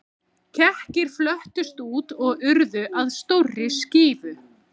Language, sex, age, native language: Icelandic, female, 30-39, Icelandic